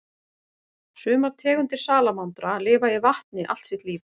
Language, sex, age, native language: Icelandic, female, 40-49, Icelandic